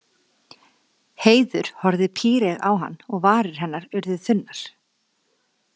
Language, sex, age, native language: Icelandic, female, 40-49, Icelandic